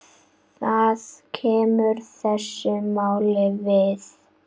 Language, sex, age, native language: Icelandic, female, 9, Icelandic